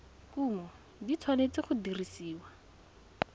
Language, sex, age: Tswana, female, 22